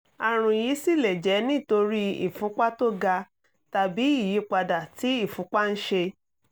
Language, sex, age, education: Yoruba, female, 30-45, tertiary